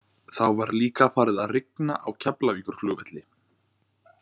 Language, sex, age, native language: Icelandic, male, 20-29, Icelandic